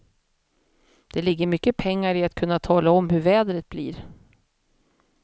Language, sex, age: Swedish, female, 50